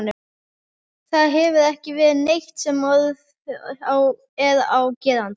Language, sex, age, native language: Icelandic, female, 11, Icelandic